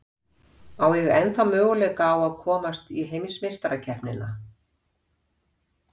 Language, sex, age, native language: Icelandic, female, 50-59, Icelandic